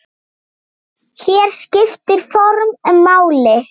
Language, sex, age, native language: Icelandic, male, 8, Icelandic